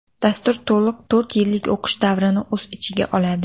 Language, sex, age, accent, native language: Uzbek, female, under 19, Toshkent viloyati, Uzbek